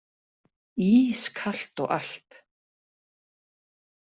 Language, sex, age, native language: Icelandic, female, 30-39, Icelandic